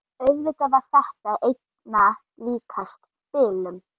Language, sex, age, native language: Icelandic, female, 11, Icelandic